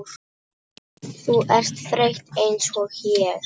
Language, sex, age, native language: Icelandic, female, 10, Polish